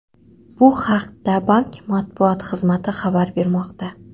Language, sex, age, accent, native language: Uzbek, female, 18-24, Qoraqalpog'iston, Karakalpak